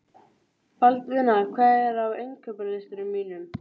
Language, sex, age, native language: Icelandic, female, 12, Icelandic